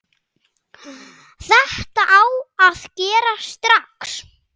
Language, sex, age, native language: Icelandic, male, 7, Icelandic